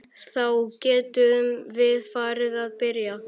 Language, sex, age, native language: Icelandic, male, 11, Icelandic